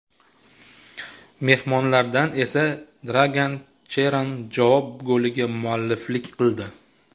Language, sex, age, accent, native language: Uzbek, male, 30-39, Toshkent shahri, Uzbek